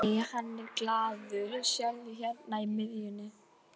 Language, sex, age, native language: Icelandic, female, 11, Icelandic